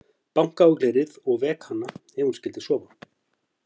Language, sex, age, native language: Icelandic, male, 50-59, Icelandic